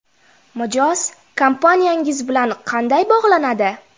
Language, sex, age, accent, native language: Uzbek, female, 12-17, Jizzax, Uzbek